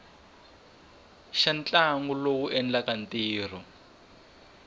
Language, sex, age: Tsonga, male, 23